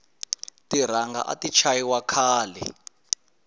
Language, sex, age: Tsonga, male, 19